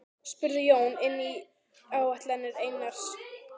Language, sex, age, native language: Icelandic, female, 12, Icelandic